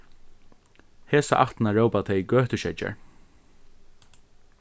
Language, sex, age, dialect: Faroese, male, 15-35, Norðurstreymoy/Eysturoy